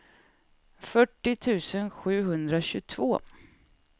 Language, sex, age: Swedish, female, 36